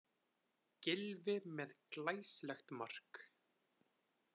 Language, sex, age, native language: Icelandic, male, 20-29, Icelandic